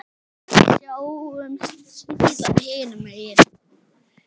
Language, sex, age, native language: Icelandic, male, 6, Icelandic